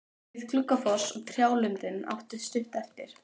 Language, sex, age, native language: Icelandic, female, 12, Icelandic